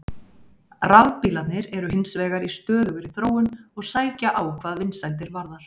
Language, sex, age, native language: Icelandic, female, 30-39, Icelandic